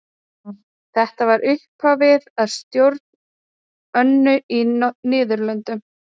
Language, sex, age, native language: Icelandic, female, 30-39, Icelandic